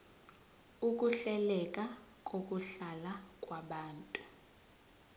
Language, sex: Zulu, female